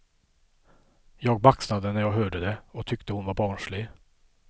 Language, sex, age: Swedish, male, 50